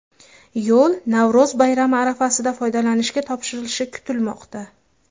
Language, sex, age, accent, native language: Uzbek, female, 25-34, Farg'ona, Uzbek